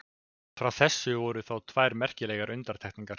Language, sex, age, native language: Icelandic, male, 20-29, Icelandic